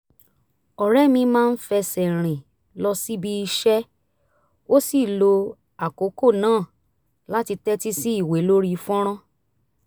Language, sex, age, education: Yoruba, female, 30-45, tertiary